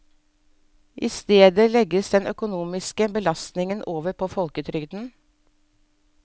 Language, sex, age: Norwegian, female, 47